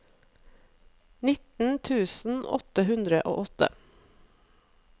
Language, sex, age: Norwegian, female, 37